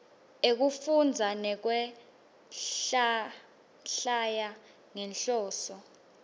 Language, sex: Swati, female